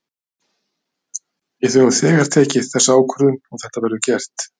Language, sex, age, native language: Icelandic, male, 50-59, Icelandic